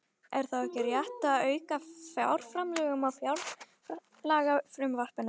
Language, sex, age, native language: Icelandic, female, 12, Icelandic